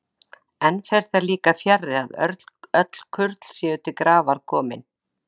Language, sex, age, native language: Icelandic, female, 60-69, Icelandic